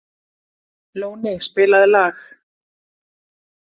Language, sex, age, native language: Icelandic, female, 40-49, Icelandic